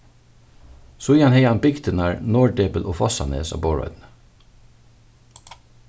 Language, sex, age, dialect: Faroese, male, 36-60, Suðurstreymoy